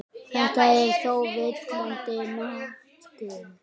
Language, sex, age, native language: Icelandic, male, 18-19, Icelandic